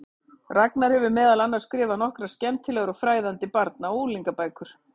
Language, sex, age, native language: Icelandic, female, 50-59, Icelandic